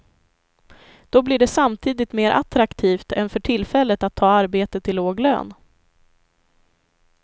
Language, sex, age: Swedish, female, 25